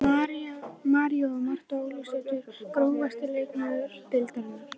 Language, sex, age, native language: Icelandic, male, 11, Icelandic